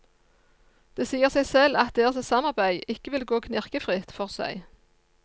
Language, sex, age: Norwegian, female, 54